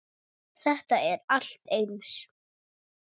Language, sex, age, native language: Icelandic, female, 7, Icelandic